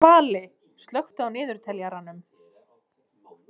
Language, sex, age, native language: Icelandic, female, 20-29, Icelandic